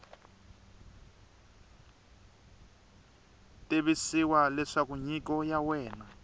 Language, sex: Tsonga, male